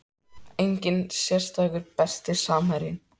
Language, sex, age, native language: Icelandic, male, 13, Icelandic